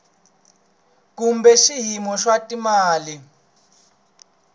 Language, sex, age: Tsonga, male, 26